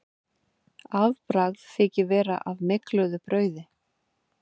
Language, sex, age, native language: Icelandic, female, 50-59, Icelandic